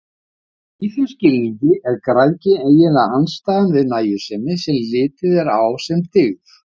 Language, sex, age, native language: Icelandic, male, 50-59, Icelandic